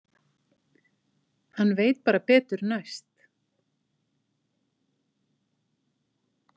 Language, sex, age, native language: Icelandic, female, 50-59, Icelandic